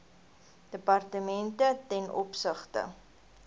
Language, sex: Afrikaans, female